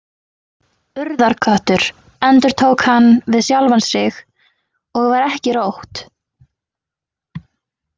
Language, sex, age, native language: Icelandic, female, 20-29, Icelandic